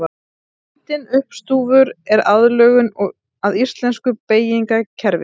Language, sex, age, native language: Icelandic, female, 30-39, Icelandic